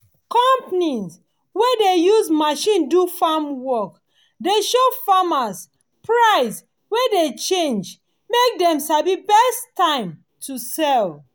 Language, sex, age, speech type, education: Nigerian Pidgin, female, 30-45, spontaneous, tertiary